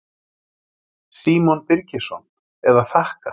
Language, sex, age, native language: Icelandic, male, 40-49, Icelandic